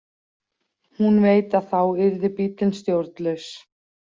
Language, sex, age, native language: Icelandic, female, 40-49, Icelandic